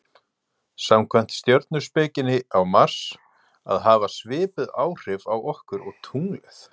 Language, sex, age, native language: Icelandic, male, 40-49, Icelandic